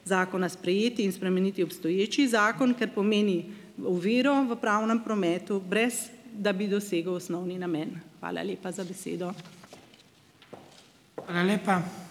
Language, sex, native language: Slovenian, female, Slovenian